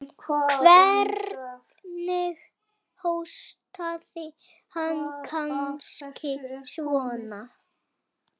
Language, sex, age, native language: Icelandic, female, 5, Icelandic